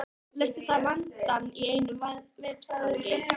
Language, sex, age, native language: Icelandic, female, 13, Icelandic